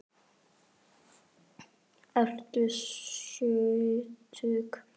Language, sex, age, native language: Icelandic, female, 9, Icelandic